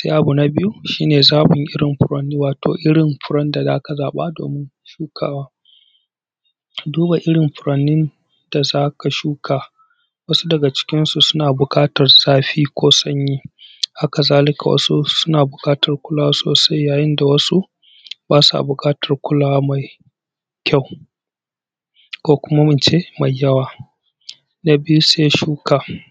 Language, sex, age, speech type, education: Hausa, male, 30-45, spontaneous, tertiary